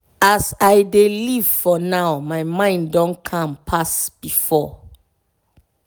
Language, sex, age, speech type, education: Nigerian Pidgin, female, 30-45, spontaneous, tertiary